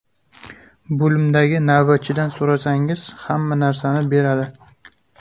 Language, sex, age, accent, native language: Uzbek, male, 25-34, Jizzax, Uzbek